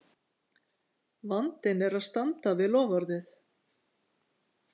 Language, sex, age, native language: Icelandic, female, 50-59, Icelandic